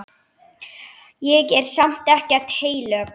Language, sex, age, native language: Icelandic, female, 10, Icelandic